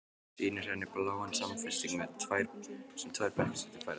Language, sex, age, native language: Icelandic, male, 12, Icelandic